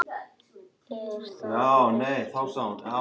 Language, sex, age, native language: Icelandic, other, 9, Icelandic